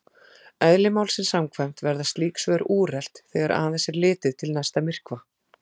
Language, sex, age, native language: Icelandic, female, 40-49, Icelandic